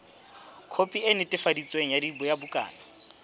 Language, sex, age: Southern Sotho, male, 26